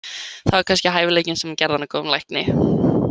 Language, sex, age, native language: Icelandic, male, 18-19, Icelandic